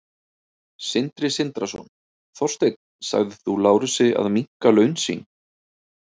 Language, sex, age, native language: Icelandic, male, 30-39, Icelandic